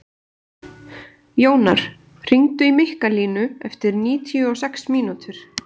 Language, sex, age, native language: Icelandic, female, 30-39, Icelandic